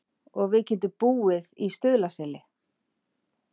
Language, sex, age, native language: Icelandic, female, 50-59, Icelandic